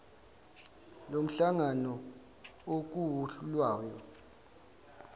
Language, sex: Zulu, male